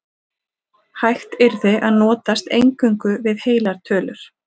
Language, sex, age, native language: Icelandic, female, 40-49, Icelandic